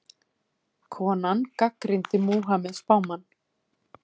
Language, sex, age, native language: Icelandic, female, 50-59, Icelandic